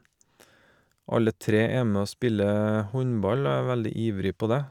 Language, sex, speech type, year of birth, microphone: Norwegian, male, spontaneous, 1970, Shure